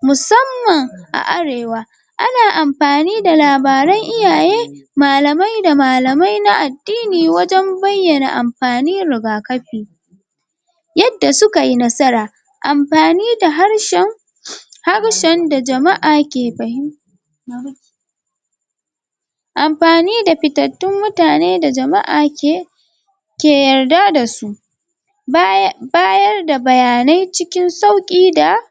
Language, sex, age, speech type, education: Hausa, female, 46-60, spontaneous, secondary